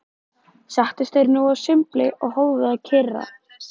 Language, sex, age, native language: Icelandic, female, 13, Icelandic